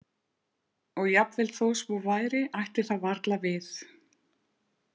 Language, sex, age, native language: Icelandic, female, 50-59, Icelandic